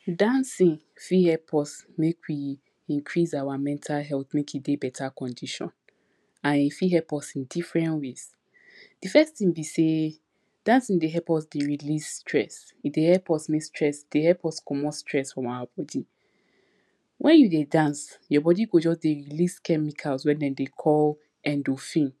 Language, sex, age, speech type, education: Nigerian Pidgin, female, 15-29, spontaneous, tertiary